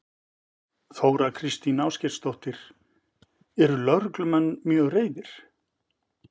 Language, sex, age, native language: Icelandic, male, 50-59, Icelandic